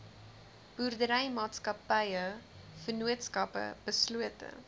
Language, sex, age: Afrikaans, female, 20